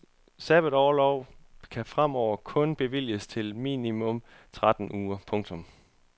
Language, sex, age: Danish, male, 31